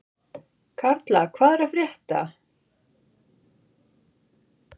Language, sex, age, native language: Icelandic, female, 60-69, Icelandic